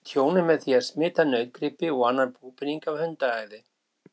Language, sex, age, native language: Icelandic, male, 60-69, Icelandic